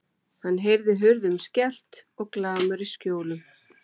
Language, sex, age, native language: Icelandic, female, 12, Icelandic